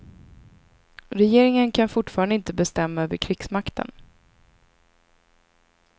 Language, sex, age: Swedish, female, 26